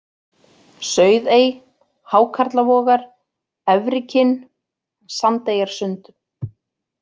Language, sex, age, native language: Icelandic, female, 40-49, Icelandic